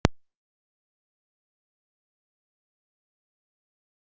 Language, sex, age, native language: Icelandic, female, 40-49, Icelandic